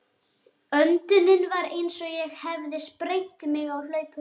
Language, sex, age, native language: Icelandic, male, 11, Icelandic